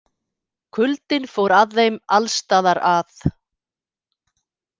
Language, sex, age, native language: Icelandic, female, 50-59, Icelandic